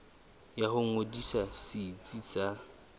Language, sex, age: Southern Sotho, male, 20